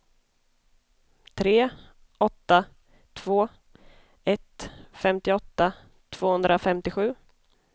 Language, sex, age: Swedish, female, 25